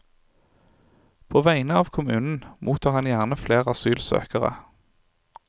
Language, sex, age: Norwegian, male, 23